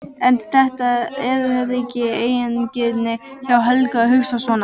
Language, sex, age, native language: Icelandic, female, 12, Icelandic